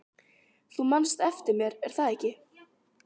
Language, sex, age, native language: Icelandic, female, 12, Icelandic